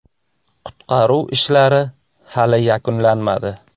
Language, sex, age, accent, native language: Uzbek, male, 35+, Samarqand, Uzbek